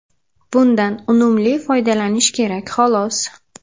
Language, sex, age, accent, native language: Uzbek, female, 18-24, Samarqand, Uzbek